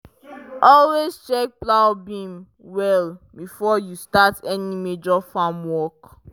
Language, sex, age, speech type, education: Nigerian Pidgin, female, 15-29, spontaneous, tertiary